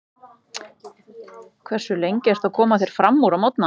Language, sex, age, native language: Icelandic, male, 14, Icelandic